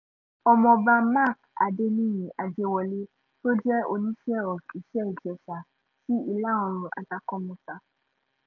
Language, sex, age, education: Yoruba, female, 15-29, tertiary